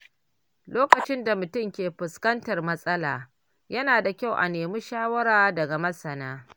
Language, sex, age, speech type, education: Hausa, female, 60+, read, primary